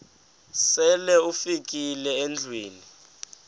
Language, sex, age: Xhosa, male, 23